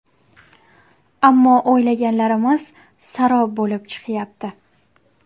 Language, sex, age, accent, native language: Uzbek, female, 18-24, Qashqadaryo, Uzbek